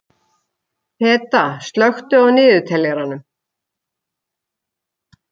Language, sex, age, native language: Icelandic, female, 50-59, Icelandic